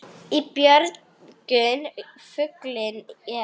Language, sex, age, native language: Icelandic, female, 10, Arabic